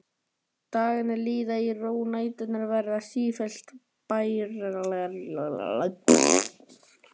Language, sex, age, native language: Icelandic, male, 12, Icelandic